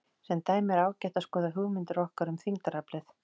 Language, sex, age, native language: Icelandic, female, 40-49, Icelandic